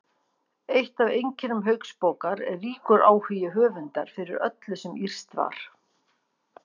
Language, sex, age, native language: Icelandic, female, 50-59, Icelandic